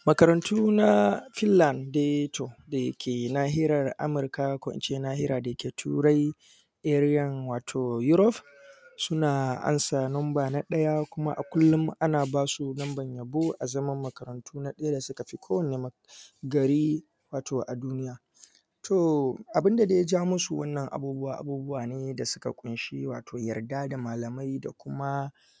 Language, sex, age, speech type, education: Hausa, male, 15-29, spontaneous, secondary